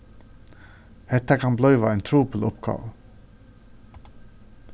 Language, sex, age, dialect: Faroese, male, 36-60, Suðurstreymoy